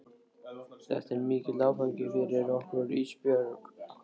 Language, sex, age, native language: Icelandic, male, 13, Icelandic